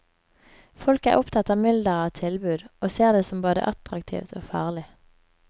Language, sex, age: Norwegian, female, 24